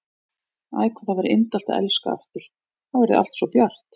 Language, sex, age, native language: Icelandic, female, 40-49, Icelandic